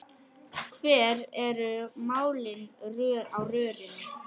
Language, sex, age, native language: Icelandic, female, 10, Icelandic